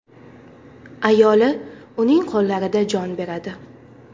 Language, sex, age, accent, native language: Uzbek, female, 19-29, Farg'ona, Uzbek